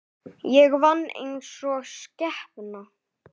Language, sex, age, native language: Icelandic, female, 9, Icelandic